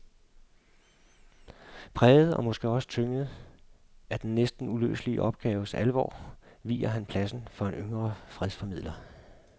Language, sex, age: Danish, male, 52